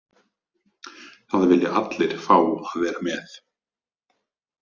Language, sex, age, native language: Icelandic, male, 30-39, Icelandic